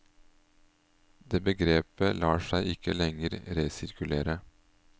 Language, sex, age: Norwegian, male, 38